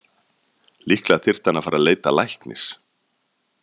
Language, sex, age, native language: Icelandic, male, 30-39, Icelandic